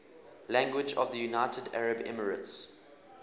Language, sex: English, male